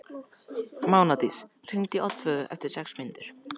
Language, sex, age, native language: Icelandic, male, 14, Icelandic